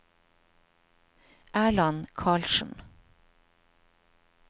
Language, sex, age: Norwegian, female, 50